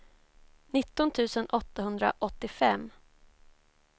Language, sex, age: Swedish, female, 24